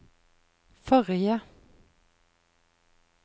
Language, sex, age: Norwegian, female, 43